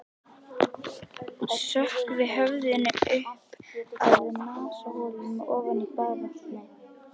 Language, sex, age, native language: Icelandic, female, 11, Icelandic